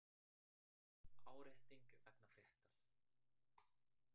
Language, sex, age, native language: Icelandic, male, 18-19, Icelandic